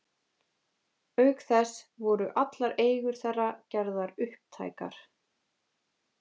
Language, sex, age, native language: Icelandic, female, 20-29, Icelandic